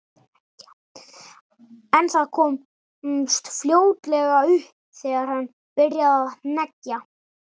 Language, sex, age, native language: Icelandic, male, 11, Icelandic